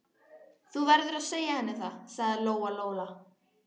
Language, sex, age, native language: Icelandic, female, 12, Icelandic